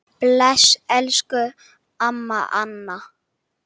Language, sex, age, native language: Icelandic, male, 8, Icelandic